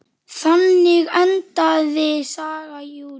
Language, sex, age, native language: Icelandic, female, 9, Icelandic